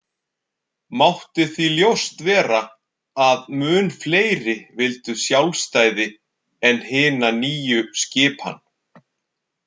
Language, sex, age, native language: Icelandic, male, 40-49, Icelandic